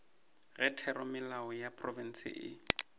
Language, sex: Northern Sotho, male